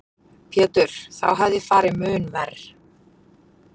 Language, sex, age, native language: Icelandic, female, 40-49, Icelandic